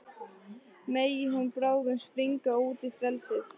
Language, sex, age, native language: Icelandic, female, 13, Icelandic